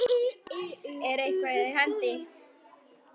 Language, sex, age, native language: Icelandic, male, 9, Icelandic